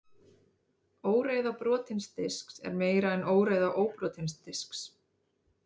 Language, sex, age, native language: Icelandic, female, 30-39, Icelandic